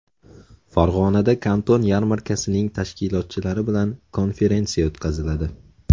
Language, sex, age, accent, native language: Uzbek, male, 18-24, Namangan, Uzbek